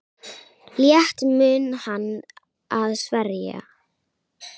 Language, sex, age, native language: Icelandic, female, 9, Icelandic